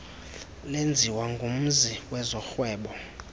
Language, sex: Xhosa, male